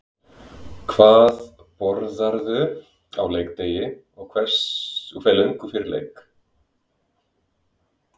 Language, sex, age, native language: Icelandic, male, 20-29, Icelandic